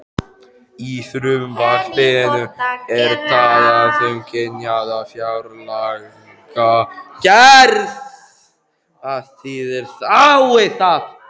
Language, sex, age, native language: Icelandic, male, 12, Icelandic